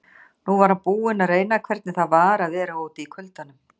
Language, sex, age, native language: Icelandic, female, 60-69, Icelandic